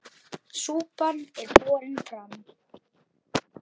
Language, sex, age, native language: Icelandic, male, 8, Icelandic